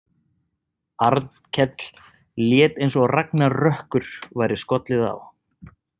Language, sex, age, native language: Icelandic, male, 30-39, Icelandic